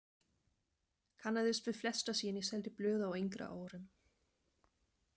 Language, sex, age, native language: Icelandic, female, 30-39, German